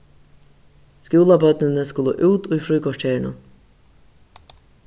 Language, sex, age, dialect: Faroese, female, 36-60, Suðurstreymoy